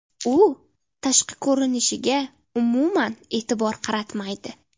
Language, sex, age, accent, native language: Uzbek, female, 12-17, Namangan, Uzbek